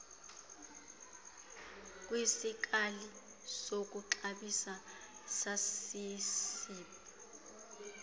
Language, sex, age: Xhosa, female, 26